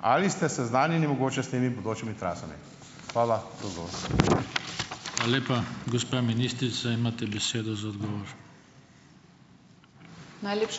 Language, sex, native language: Slovenian, male, Slovenian